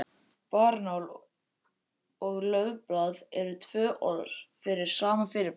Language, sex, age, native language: Icelandic, male, 18-19, Icelandic